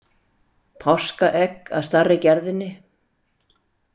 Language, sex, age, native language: Icelandic, female, 60-69, Icelandic